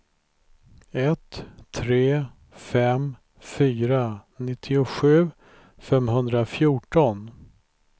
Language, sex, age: Swedish, male, 43